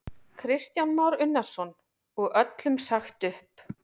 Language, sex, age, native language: Icelandic, female, 40-49, Icelandic